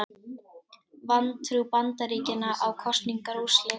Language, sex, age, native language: Icelandic, female, 18-19, Icelandic